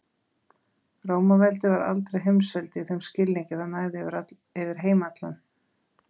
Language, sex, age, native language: Icelandic, female, 20-29, Icelandic